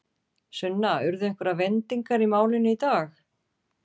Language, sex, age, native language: Icelandic, female, 40-49, Icelandic